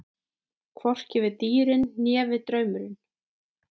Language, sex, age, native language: Icelandic, female, 13, Icelandic